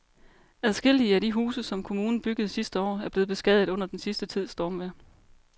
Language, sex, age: Danish, female, 30